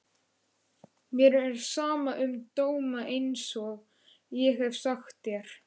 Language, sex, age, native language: Icelandic, male, 11, Icelandic